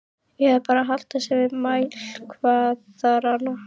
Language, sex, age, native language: Icelandic, female, 12, Icelandic